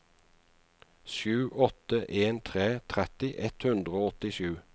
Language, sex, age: Norwegian, male, 49